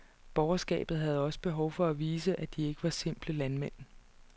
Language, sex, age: Danish, female, 29